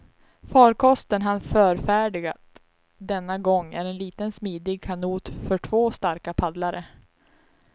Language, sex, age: Swedish, female, 19